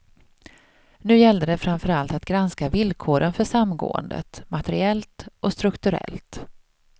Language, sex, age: Swedish, female, 38